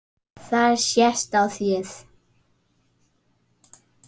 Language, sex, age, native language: Icelandic, male, 9, Icelandic